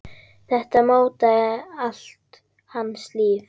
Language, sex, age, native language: Icelandic, female, 10, Icelandic